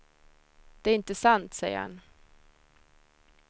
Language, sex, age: Swedish, female, 26